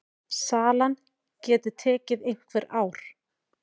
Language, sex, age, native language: Icelandic, female, 40-49, Icelandic